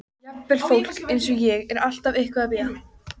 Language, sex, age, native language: Icelandic, female, 14, Icelandic